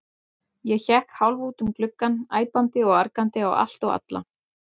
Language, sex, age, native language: Icelandic, female, 40-49, Icelandic